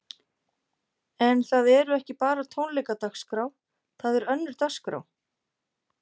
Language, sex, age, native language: Icelandic, female, 50-59, Icelandic